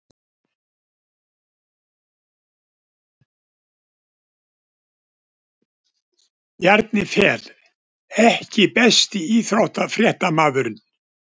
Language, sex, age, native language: Icelandic, male, 70-79, Icelandic